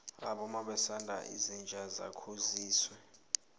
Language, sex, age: South Ndebele, male, 20